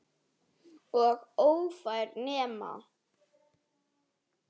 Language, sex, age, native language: Icelandic, female, 7, Icelandic